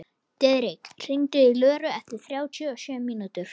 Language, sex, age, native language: Icelandic, male, 11, Icelandic